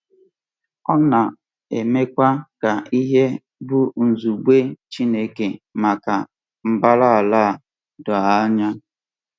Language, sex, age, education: Igbo, male, 15-29, tertiary